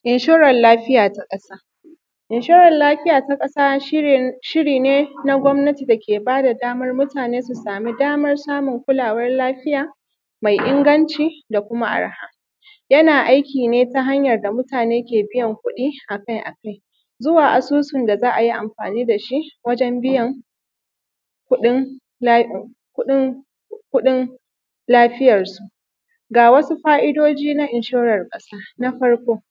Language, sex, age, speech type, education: Hausa, female, 30-45, spontaneous, primary